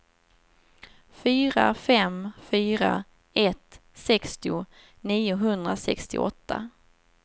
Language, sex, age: Swedish, female, 27